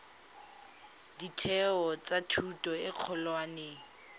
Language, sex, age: Tswana, female, 19